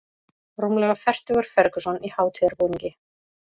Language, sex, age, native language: Icelandic, female, 40-49, Icelandic